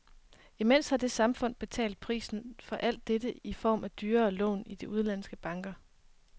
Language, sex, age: Danish, female, 23